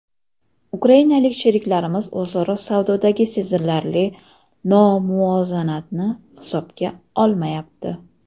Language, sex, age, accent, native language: Uzbek, female, 25-34, Toshkent shahri, Uzbek